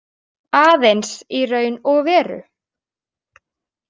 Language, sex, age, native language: Icelandic, female, 18-19, Icelandic